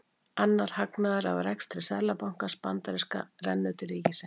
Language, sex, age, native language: Icelandic, female, 40-49, Icelandic